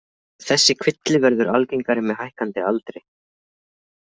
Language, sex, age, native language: Icelandic, other, 20-29, Icelandic